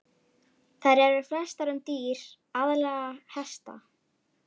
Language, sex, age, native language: Icelandic, female, 12, Icelandic